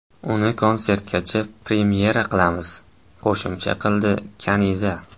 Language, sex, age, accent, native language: Uzbek, male, 18-24, Samarqand, Uzbek